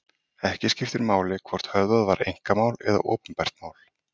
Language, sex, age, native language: Icelandic, male, 30-39, Icelandic